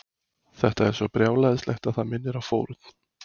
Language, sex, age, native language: Icelandic, male, 20-29, Icelandic